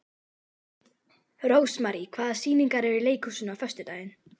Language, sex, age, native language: Icelandic, female, 12, Icelandic